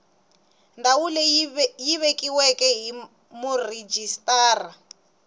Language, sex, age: Tsonga, female, 19